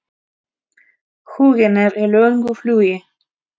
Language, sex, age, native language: Icelandic, female, 30-39, Russian